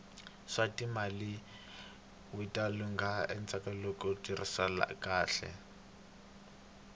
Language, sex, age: Tsonga, male, 22